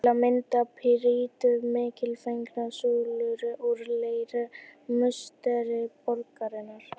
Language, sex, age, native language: Icelandic, female, 18-19, Icelandic